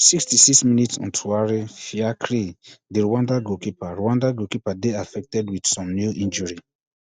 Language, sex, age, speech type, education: Nigerian Pidgin, male, 15-29, spontaneous, tertiary